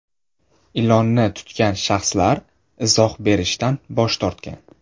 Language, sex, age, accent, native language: Uzbek, male, 18-24, Buxoro, Uzbek